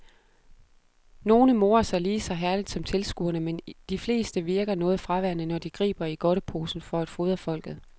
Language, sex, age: Danish, female, 32